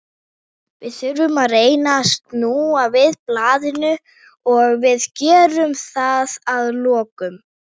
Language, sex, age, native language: Icelandic, female, 40-49, Icelandic